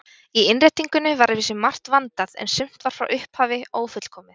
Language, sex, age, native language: Icelandic, female, 20-29, Icelandic